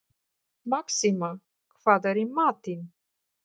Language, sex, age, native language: Icelandic, female, 40-49, Polish